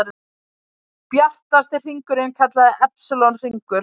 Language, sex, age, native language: Icelandic, female, 20-29, Icelandic